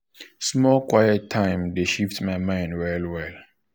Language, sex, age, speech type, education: Nigerian Pidgin, male, 15-29, spontaneous, tertiary